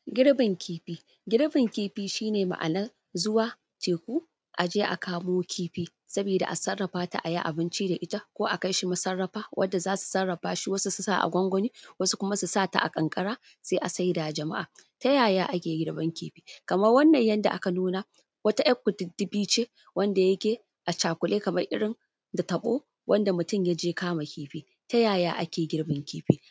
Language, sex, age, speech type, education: Hausa, female, 15-29, spontaneous, tertiary